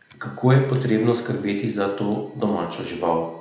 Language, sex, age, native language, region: Slovenian, male, 30-49, Slovenian, Central Slovenia